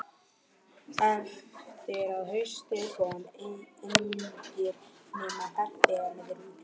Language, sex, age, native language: Icelandic, male, 12, Icelandic